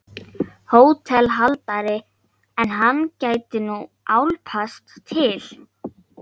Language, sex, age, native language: Icelandic, female, 13, Icelandic